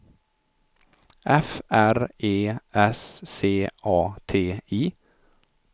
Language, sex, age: Swedish, male, 43